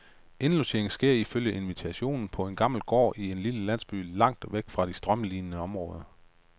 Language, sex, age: Danish, male, 35